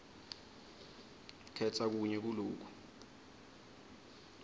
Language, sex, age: Swati, male, 19